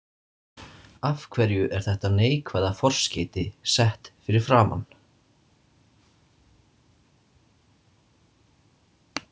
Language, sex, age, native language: Icelandic, male, 30-39, Icelandic